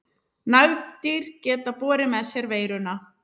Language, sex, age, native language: Icelandic, female, 30-39, Icelandic